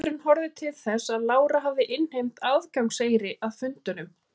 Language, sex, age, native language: Icelandic, female, 30-39, Icelandic